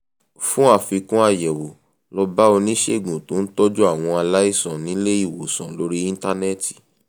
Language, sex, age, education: Yoruba, male, 15-29, tertiary